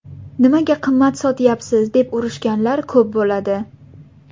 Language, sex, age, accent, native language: Uzbek, female, 18-24, Buxoro, Uzbek